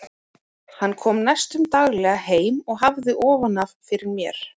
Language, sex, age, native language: Icelandic, female, 30-39, Icelandic